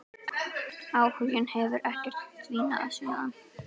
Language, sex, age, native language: Icelandic, female, 10, Icelandic